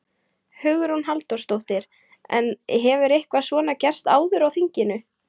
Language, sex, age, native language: Icelandic, female, 18-19, Icelandic